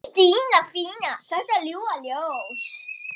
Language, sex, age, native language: Icelandic, male, 9, Icelandic